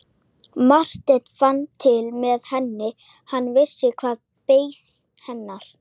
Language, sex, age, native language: Icelandic, female, 12, Icelandic